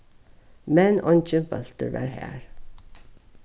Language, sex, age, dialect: Faroese, female, 36-60, Norðuroyggjar